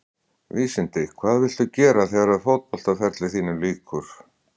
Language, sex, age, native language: Icelandic, male, 60-69, Icelandic